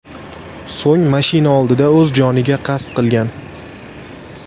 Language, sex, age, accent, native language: Uzbek, male, 18-24, Andijon, Uzbek